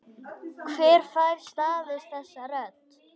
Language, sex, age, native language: Icelandic, female, 9, Icelandic